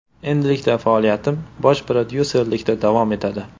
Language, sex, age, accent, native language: Uzbek, male, 18-24, Toshkent shahri, Uzbek